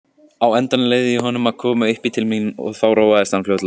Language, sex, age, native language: Icelandic, male, 18-19, Icelandic